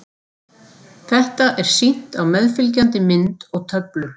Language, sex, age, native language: Icelandic, female, 40-49, Icelandic